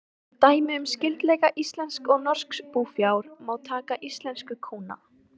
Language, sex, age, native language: Icelandic, female, 18-19, Icelandic